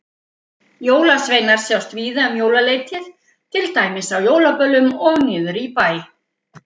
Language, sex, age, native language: Icelandic, female, 50-59, Icelandic